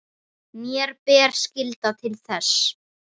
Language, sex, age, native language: Icelandic, male, 9, Icelandic